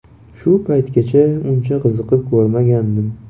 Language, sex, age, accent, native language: Uzbek, male, 18-24, Toshkent viloyati, Uzbek